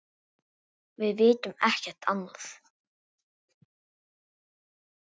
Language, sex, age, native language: Icelandic, female, 7, Icelandic